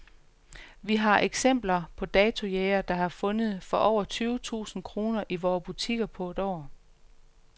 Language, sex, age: Danish, female, 45